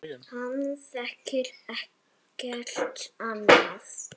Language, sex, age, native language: Icelandic, female, 7, Danish